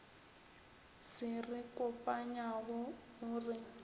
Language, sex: Northern Sotho, female